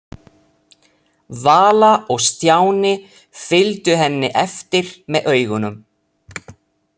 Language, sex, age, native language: Icelandic, male, 30-39, Italian